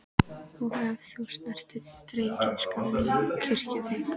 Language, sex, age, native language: Icelandic, female, 13, Icelandic